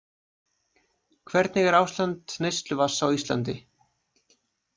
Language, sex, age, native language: Icelandic, male, 20-29, Icelandic